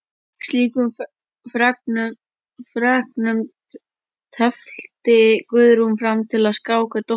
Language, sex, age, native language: Icelandic, male, 12, Icelandic